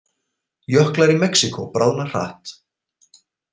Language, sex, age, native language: Icelandic, male, 40-49, Icelandic